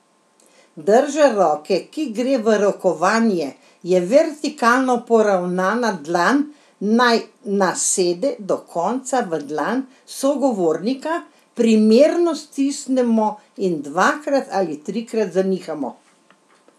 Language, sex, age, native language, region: Slovenian, female, 60+, Slovenian, Central Slovenia